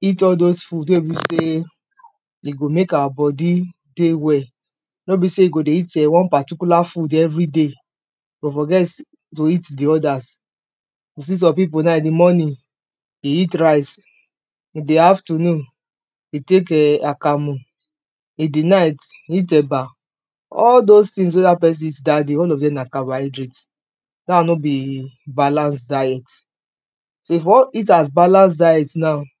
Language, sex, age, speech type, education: Nigerian Pidgin, female, 30-45, spontaneous, tertiary